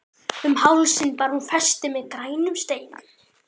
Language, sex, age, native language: Icelandic, female, 12, Icelandic